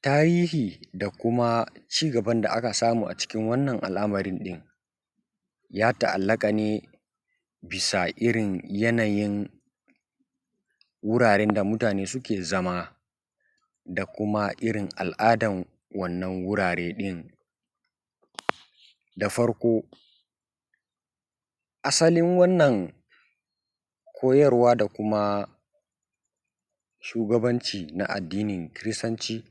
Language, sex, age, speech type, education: Hausa, male, 15-29, spontaneous, secondary